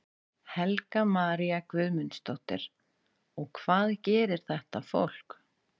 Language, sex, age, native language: Icelandic, female, 30-39, Icelandic